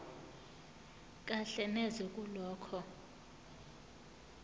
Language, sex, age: Zulu, female, 18